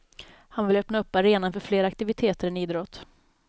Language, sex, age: Swedish, female, 27